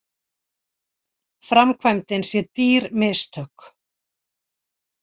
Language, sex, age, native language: Icelandic, female, 60-69, Icelandic